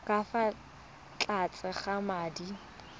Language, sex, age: Tswana, female, 20